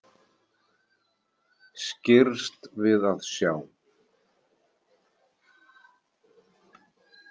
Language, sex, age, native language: Icelandic, male, 40-49, Icelandic